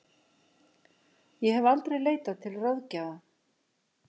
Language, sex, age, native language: Icelandic, female, 50-59, Icelandic